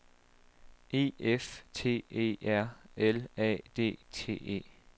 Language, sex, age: Danish, male, 27